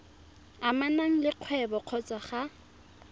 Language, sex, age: Tswana, female, 23